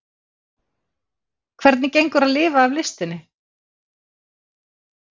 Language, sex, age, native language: Icelandic, female, 50-59, Icelandic